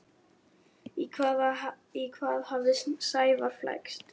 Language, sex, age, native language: Icelandic, male, 10, Icelandic